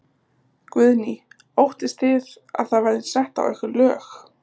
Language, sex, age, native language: Icelandic, female, 20-29, Icelandic